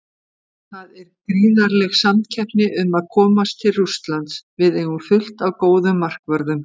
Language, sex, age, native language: Icelandic, female, 50-59, Icelandic